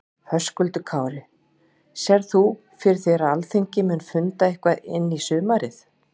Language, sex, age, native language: Icelandic, female, 40-49, Icelandic